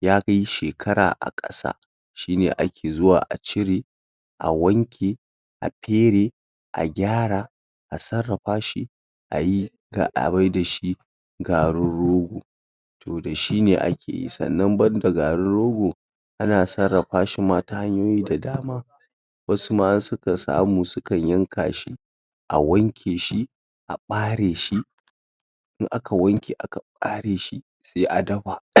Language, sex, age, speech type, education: Hausa, female, 60+, spontaneous, secondary